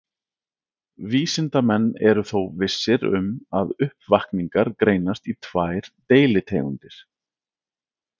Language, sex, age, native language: Icelandic, male, 40-49, Icelandic